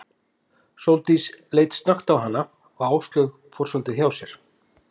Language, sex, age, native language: Icelandic, male, 50-59, Icelandic